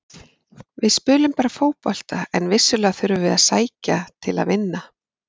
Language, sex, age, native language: Icelandic, female, 40-49, Icelandic